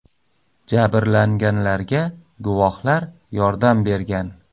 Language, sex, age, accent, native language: Uzbek, male, 35+, Samarqand, Uzbek